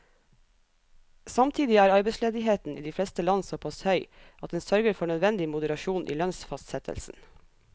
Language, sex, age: Norwegian, female, 37